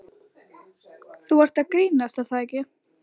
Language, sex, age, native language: Icelandic, female, 11, Icelandic